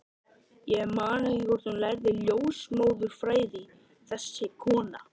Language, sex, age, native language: Icelandic, male, 13, Icelandic